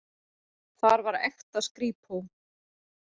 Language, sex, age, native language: Icelandic, female, 40-49, Icelandic